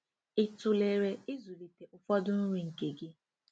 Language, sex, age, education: Igbo, female, 15-29, tertiary